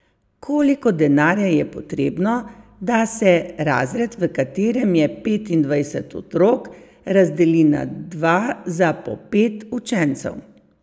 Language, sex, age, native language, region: Slovenian, female, 50-59, Slovenian, Savinja region